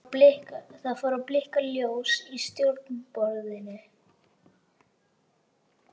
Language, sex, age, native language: Icelandic, male, 12, Icelandic